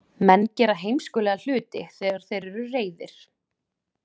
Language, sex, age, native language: Icelandic, female, 20-29, Icelandic